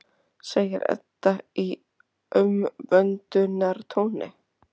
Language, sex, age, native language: Icelandic, female, 30-39, Icelandic